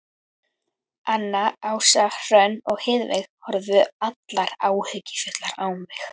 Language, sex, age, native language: Icelandic, female, 11, Icelandic